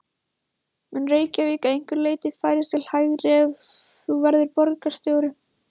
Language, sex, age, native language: Icelandic, female, 16, Icelandic